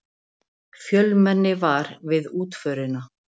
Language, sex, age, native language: Icelandic, female, 40-49, Icelandic